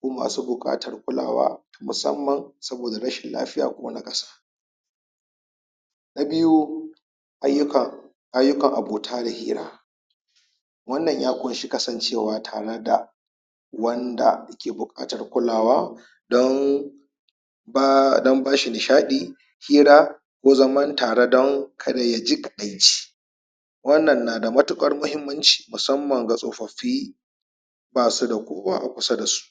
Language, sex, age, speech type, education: Hausa, male, 30-45, spontaneous, tertiary